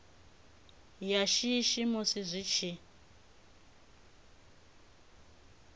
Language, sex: Venda, female